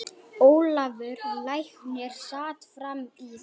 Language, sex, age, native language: Icelandic, male, 9, Icelandic